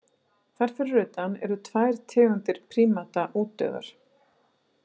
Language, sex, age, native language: Icelandic, female, 40-49, Icelandic